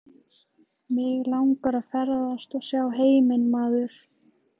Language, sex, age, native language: Icelandic, female, 15, Icelandic